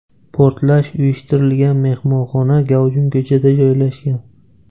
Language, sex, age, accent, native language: Uzbek, male, 18-24, Navoiy, Uzbek